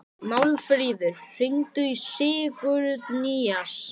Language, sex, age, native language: Icelandic, male, 11, Icelandic